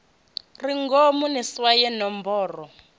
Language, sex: Venda, female